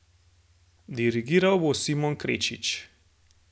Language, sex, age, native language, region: Slovenian, male, 18-29, Slovenian, Gorenjska region